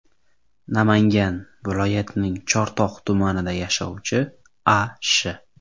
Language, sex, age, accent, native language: Uzbek, male, 18-24, Farg'ona, Uzbek